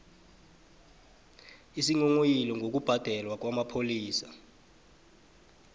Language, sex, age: South Ndebele, male, 23